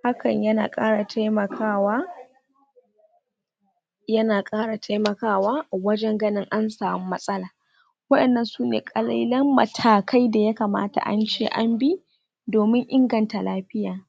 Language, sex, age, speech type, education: Hausa, female, 46-60, spontaneous, tertiary